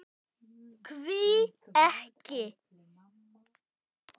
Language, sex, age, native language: Icelandic, male, 10, Icelandic